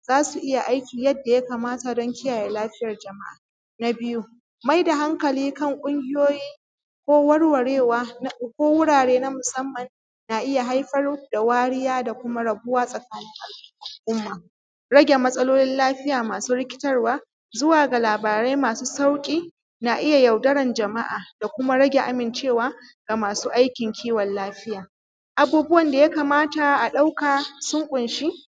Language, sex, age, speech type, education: Hausa, female, 30-45, spontaneous, primary